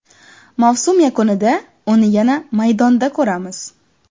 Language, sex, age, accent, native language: Uzbek, female, 18-24, Toshkent viloyati, Uzbek